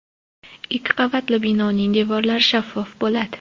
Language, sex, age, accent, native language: Uzbek, female, 25-34, Toshkent shahri, Uzbek